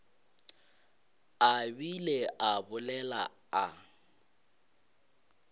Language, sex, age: Northern Sotho, male, 22